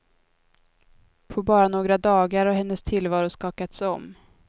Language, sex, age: Swedish, female, 22